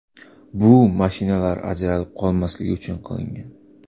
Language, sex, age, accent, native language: Uzbek, male, 18-24, Toshkent shahri, Uzbek